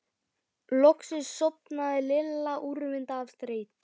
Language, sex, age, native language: Icelandic, male, 12, Icelandic